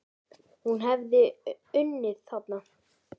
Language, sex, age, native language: Icelandic, female, 9, Icelandic